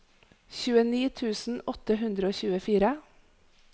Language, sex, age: Norwegian, female, 43